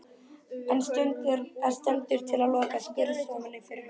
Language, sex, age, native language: Icelandic, male, 12, Icelandic